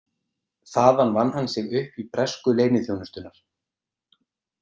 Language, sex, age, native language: Icelandic, male, 30-39, Icelandic